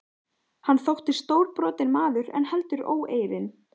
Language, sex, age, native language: Icelandic, female, 14, Icelandic